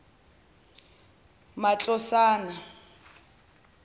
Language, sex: Zulu, female